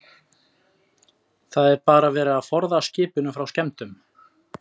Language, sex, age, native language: Icelandic, female, 50-59, Icelandic